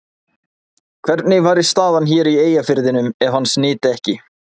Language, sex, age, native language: Icelandic, male, 20-29, Icelandic